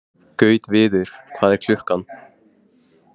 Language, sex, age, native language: Icelandic, male, 15, Icelandic